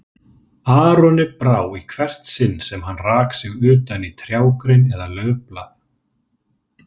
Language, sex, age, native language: Icelandic, male, 30-39, Icelandic